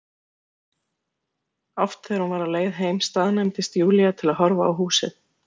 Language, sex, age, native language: Icelandic, female, 40-49, Icelandic